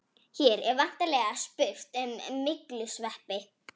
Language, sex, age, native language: Icelandic, female, 18-19, Icelandic